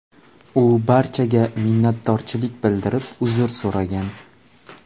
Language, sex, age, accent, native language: Uzbek, male, 25-34, Jizzax, Uzbek